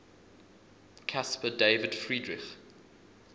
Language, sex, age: English, male, 20